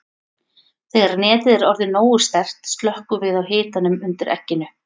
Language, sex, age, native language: Icelandic, female, 40-49, Icelandic